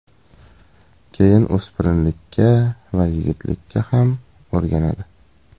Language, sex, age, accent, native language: Uzbek, male, 18-24, Toshkent viloyati, Uzbek